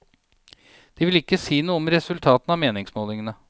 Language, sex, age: Norwegian, male, 37